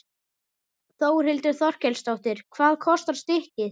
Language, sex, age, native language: Icelandic, male, 11, Icelandic